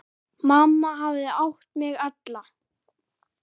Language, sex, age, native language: Icelandic, male, 9, Icelandic